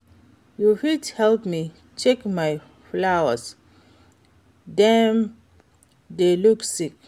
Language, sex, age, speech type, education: Nigerian Pidgin, female, 46-60, read, secondary